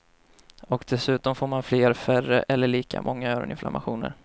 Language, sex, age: Swedish, male, 25